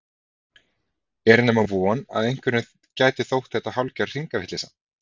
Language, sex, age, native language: Icelandic, male, 30-39, Icelandic